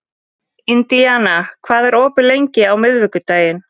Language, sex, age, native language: Icelandic, female, 20-29, Icelandic